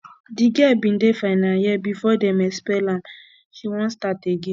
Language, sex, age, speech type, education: Nigerian Pidgin, female, 15-29, spontaneous, tertiary